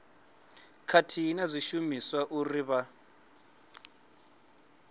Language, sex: Venda, male